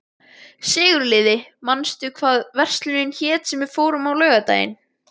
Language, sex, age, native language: Icelandic, male, 12, Icelandic